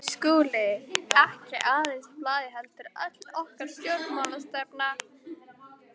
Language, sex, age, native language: Icelandic, female, 11, Icelandic